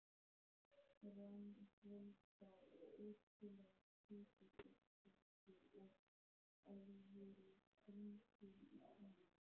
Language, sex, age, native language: Icelandic, male, 13, Icelandic